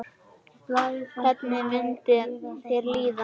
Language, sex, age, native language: Icelandic, male, 10, Icelandic